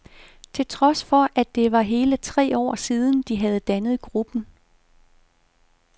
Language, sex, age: Danish, female, 51